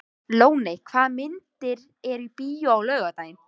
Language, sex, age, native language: Icelandic, male, 13, Icelandic